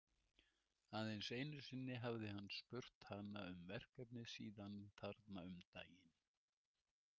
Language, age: Icelandic, 70-79